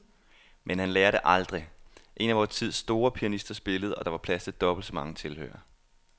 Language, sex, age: Danish, male, 28